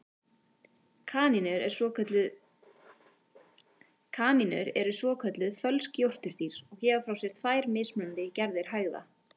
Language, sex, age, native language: Icelandic, female, 18-19, Icelandic